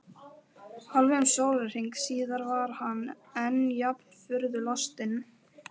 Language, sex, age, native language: Icelandic, female, 11, Icelandic